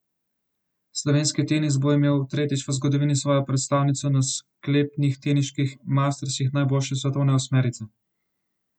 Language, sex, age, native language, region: Slovenian, male, 18-29, Slovenian, Central Slovenia